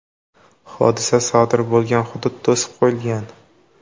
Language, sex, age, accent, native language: Uzbek, male, 18-24, Xorazm, Uzbek